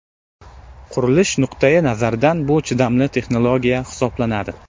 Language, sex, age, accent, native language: Uzbek, male, 18-24, Navoiy, Uzbek